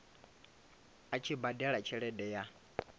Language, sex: Venda, male